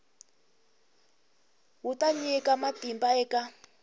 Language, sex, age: Tsonga, female, 21